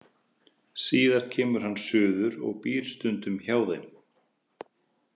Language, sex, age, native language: Icelandic, male, 30-39, Icelandic